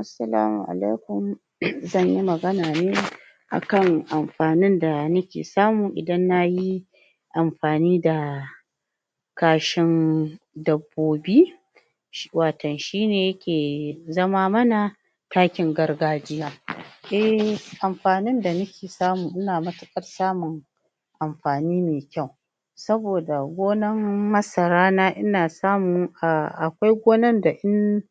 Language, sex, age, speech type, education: Hausa, female, 46-60, spontaneous, tertiary